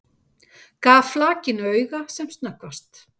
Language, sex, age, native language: Icelandic, female, 50-59, Icelandic